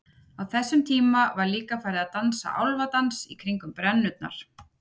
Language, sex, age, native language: Icelandic, female, 30-39, Icelandic